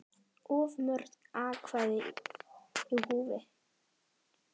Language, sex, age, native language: Icelandic, female, 10, Icelandic